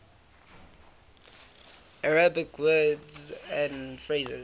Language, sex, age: English, male, 18